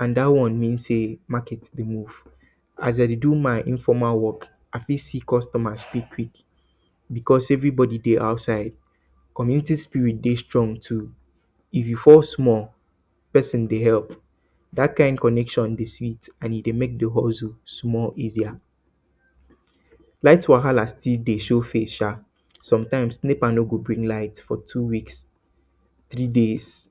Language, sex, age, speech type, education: Nigerian Pidgin, male, 30-45, spontaneous, tertiary